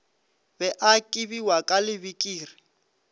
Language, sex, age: Northern Sotho, male, 25